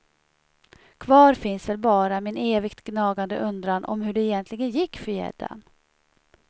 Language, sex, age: Swedish, female, 37